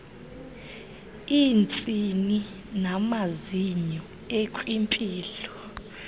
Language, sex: Xhosa, female